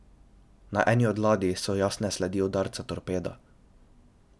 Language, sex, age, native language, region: Slovenian, male, 12-17, Slovenian, Drava region